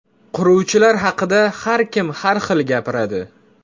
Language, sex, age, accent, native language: Uzbek, male, 18-24, Jizzax, Uzbek